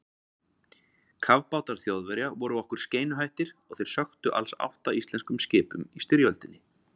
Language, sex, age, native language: Icelandic, male, 40-49, Icelandic